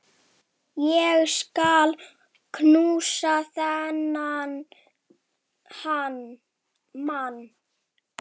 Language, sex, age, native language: Icelandic, female, 7, Icelandic